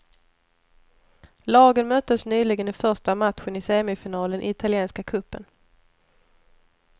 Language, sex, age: Swedish, female, 29